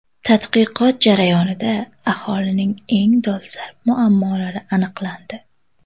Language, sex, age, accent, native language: Uzbek, female, 18-24, Toshkent viloyati, Uzbek